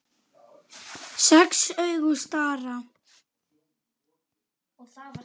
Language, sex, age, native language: Icelandic, female, 9, Icelandic